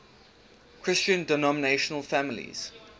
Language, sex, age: English, male, 19